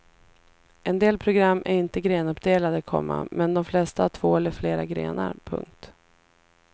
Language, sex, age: Swedish, female, 33